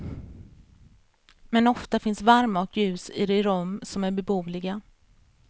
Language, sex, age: Swedish, female, 33